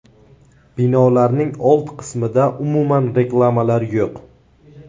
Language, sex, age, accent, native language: Uzbek, male, 18-24, Navoiy, Uzbek